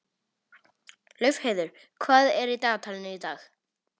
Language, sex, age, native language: Icelandic, male, 18-19, Polish